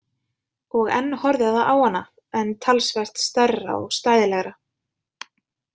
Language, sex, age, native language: Icelandic, female, 20-29, Icelandic